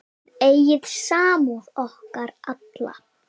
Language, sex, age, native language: Icelandic, female, 7, Icelandic